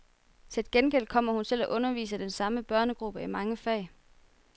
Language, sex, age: Danish, female, 24